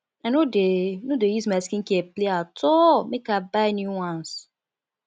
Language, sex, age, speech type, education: Nigerian Pidgin, female, 15-29, spontaneous, tertiary